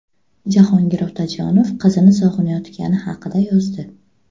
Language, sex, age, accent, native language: Uzbek, female, 25-34, Buxoro, Uzbek